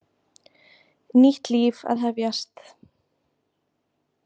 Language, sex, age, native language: Icelandic, female, 20-29, Icelandic